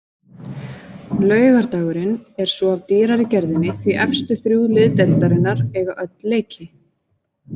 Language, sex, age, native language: Icelandic, female, 20-29, Icelandic